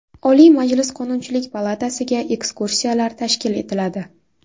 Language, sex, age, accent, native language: Uzbek, female, 19-29, Navoiy, Uzbek